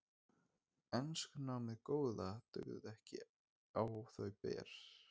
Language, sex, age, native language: Icelandic, male, 20-29, Icelandic